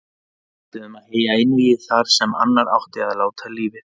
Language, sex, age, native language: Icelandic, male, 30-39, Icelandic